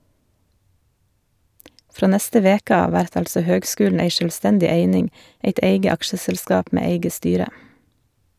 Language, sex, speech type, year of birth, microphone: Norwegian, female, read, 1978, Shure